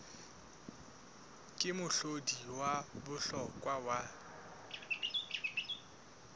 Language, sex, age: Southern Sotho, male, 19